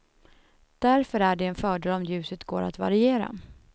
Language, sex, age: Swedish, female, 21